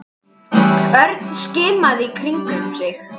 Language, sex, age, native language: Icelandic, male, 10, Icelandic